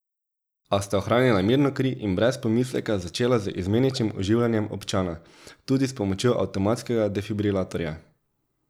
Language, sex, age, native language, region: Slovenian, male, 18-29, Slovenian, Drava region